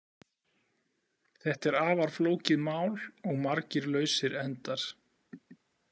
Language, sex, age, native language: Icelandic, male, 40-49, Icelandic